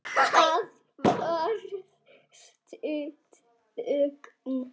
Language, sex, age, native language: Icelandic, male, 7, Icelandic